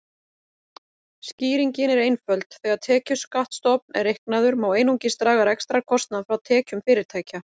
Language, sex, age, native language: Icelandic, female, 40-49, Icelandic